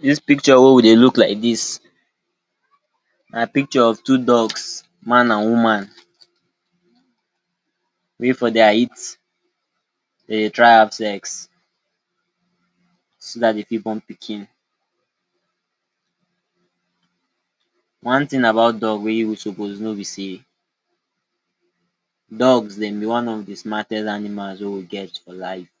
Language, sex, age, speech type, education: Nigerian Pidgin, male, 46-60, spontaneous, tertiary